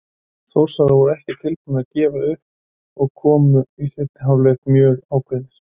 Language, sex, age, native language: Icelandic, male, 30-39, Icelandic